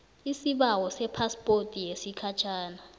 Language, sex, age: South Ndebele, female, 19